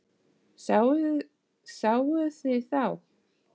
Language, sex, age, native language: Icelandic, female, 8, Danish